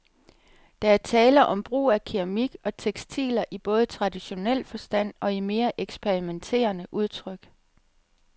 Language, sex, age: Danish, female, 37